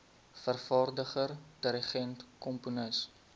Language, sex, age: Afrikaans, male, 20